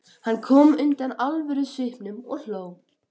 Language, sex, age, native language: Icelandic, female, 12, Icelandic